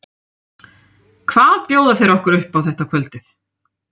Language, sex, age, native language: Icelandic, female, 30-39, Icelandic